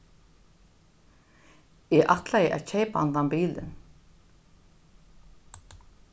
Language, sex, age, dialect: Faroese, female, 61+, Norðurstreymoy/Eysturoy